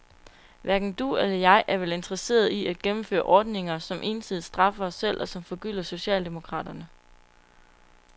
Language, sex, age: Danish, female, 22